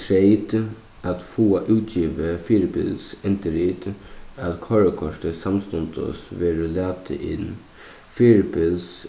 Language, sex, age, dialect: Faroese, male, 15-35, Suðuroy